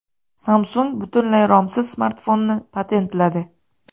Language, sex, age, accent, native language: Uzbek, female, 18-24, Farg'ona, Uzbek